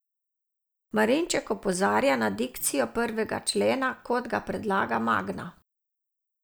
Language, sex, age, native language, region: Slovenian, female, 60+, Slovenian, Savinja region